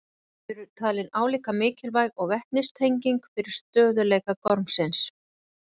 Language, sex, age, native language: Icelandic, female, 40-49, Icelandic